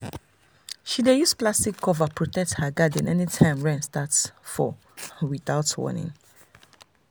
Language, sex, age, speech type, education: Nigerian Pidgin, female, 30-45, spontaneous, tertiary